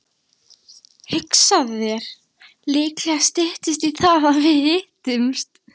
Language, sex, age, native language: Icelandic, female, 13, Icelandic